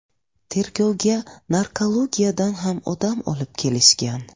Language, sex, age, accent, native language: Uzbek, female, 25-34, Buxoro, Uzbek